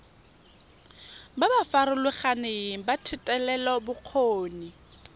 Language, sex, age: Tswana, female, 25